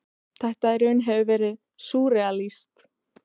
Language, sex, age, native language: Icelandic, female, 18-19, Icelandic